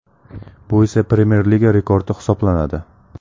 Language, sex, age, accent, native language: Uzbek, male, 18-24, Samarqand, Uzbek